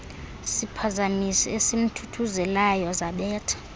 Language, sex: Xhosa, female